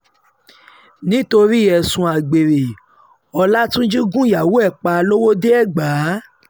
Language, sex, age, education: Yoruba, female, 30-45, tertiary